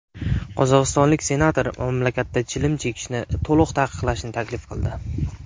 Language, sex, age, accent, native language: Uzbek, male, 19-29, Namangan, Uzbek